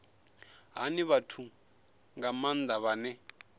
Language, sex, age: Venda, male, 21